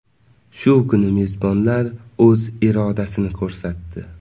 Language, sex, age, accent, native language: Uzbek, male, 18-24, Navoiy, Uzbek